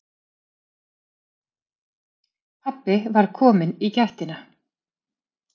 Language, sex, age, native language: Icelandic, female, 30-39, Icelandic